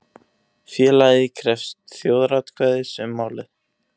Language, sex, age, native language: Icelandic, male, 18-19, Icelandic